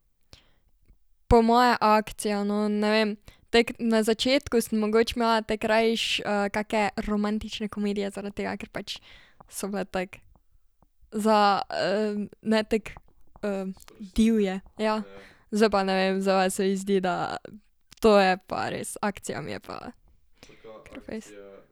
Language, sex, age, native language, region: Slovenian, female, 12-17, Slovenian, Savinja region